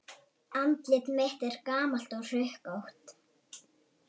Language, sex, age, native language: Icelandic, male, 11, Icelandic